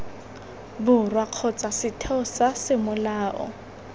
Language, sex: Tswana, female